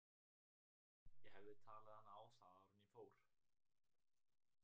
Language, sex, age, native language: Icelandic, male, 18-19, Icelandic